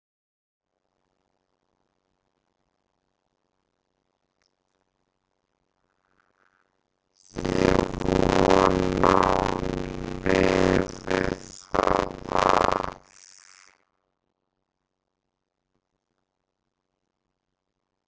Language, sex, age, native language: Icelandic, male, 50-59, Icelandic